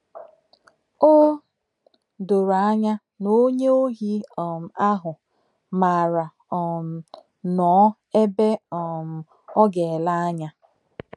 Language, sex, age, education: Igbo, female, 30-45, tertiary